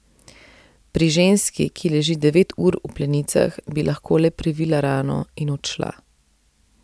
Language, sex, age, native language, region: Slovenian, female, 30-49, Slovenian, Central Slovenia